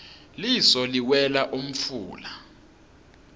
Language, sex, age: Swati, male, 26